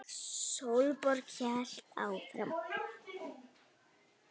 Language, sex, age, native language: Icelandic, female, 9, Icelandic